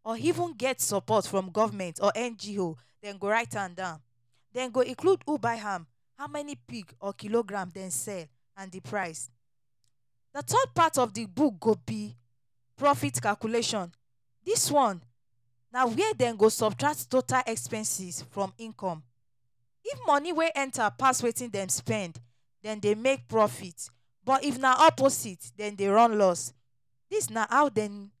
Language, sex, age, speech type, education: Nigerian Pidgin, female, 30-45, spontaneous, tertiary